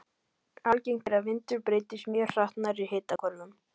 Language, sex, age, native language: Icelandic, female, 18-19, Icelandic